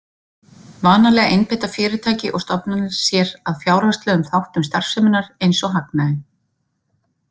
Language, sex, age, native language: Icelandic, female, 50-59, Icelandic